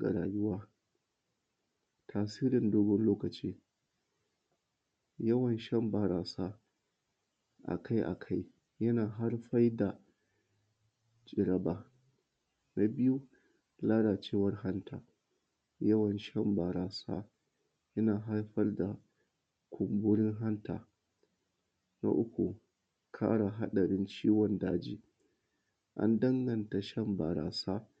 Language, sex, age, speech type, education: Hausa, male, 30-45, spontaneous, tertiary